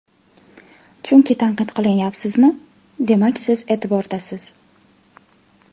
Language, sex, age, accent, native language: Uzbek, female, 18-24, Farg'ona, Uzbek